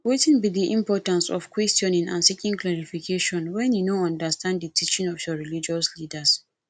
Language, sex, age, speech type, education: Nigerian Pidgin, female, 30-45, spontaneous, tertiary